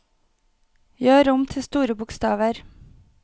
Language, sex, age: Norwegian, female, 28